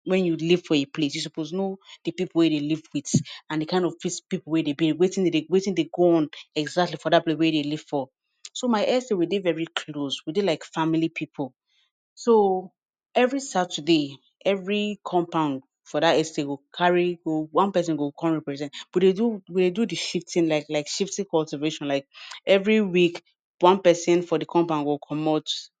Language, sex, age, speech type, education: Nigerian Pidgin, female, 15-29, spontaneous, tertiary